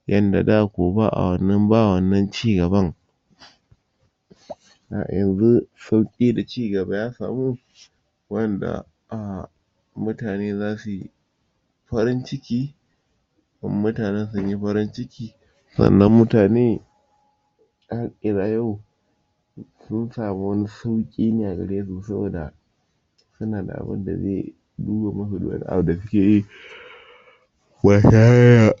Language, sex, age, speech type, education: Hausa, male, 46-60, spontaneous, tertiary